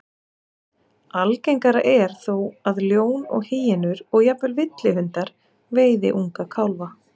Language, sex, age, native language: Icelandic, female, 30-39, Icelandic